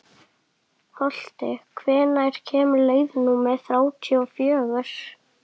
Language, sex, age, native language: Icelandic, female, 11, Icelandic